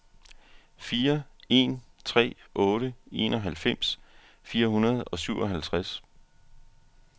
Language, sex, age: Danish, male, 41